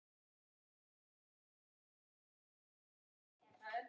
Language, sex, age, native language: Icelandic, female, 11, Icelandic